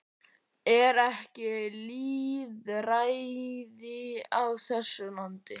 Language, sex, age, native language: Icelandic, male, 11, Icelandic